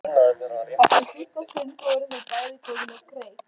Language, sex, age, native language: Icelandic, female, 12, Icelandic